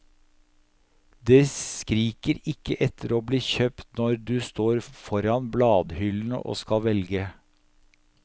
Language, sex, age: Norwegian, male, 57